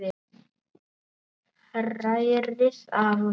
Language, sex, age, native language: Icelandic, male, 8, Icelandic